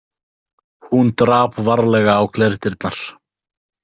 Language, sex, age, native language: Icelandic, male, 18-19, Icelandic